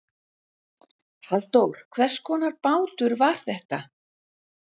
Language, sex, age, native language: Icelandic, female, 60-69, Icelandic